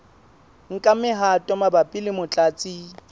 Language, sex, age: Southern Sotho, male, 21